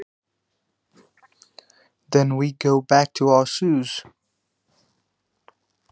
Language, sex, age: Icelandic, male, 20-29